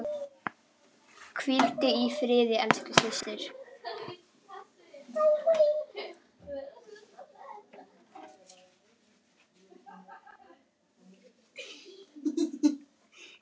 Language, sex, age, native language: Icelandic, female, 10, Icelandic